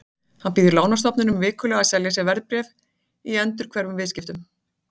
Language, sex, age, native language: Icelandic, female, 40-49, Icelandic